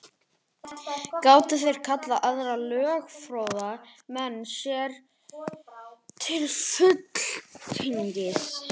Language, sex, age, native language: Icelandic, male, 18-19, Icelandic